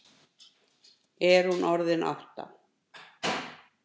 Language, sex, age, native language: Icelandic, female, 50-59, Icelandic